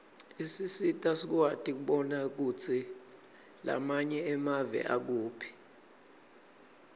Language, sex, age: Swati, male, 26